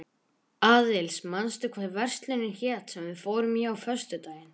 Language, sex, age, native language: Icelandic, male, 11, Icelandic